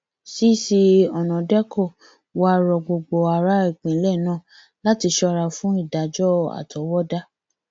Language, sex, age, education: Yoruba, female, 15-29, tertiary